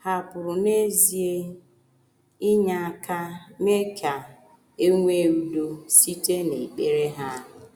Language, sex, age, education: Igbo, female, 30-45, tertiary